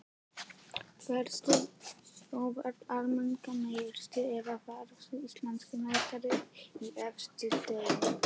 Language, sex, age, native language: Icelandic, male, 11, Icelandic